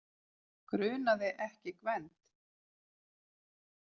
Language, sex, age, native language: Icelandic, female, 40-49, Icelandic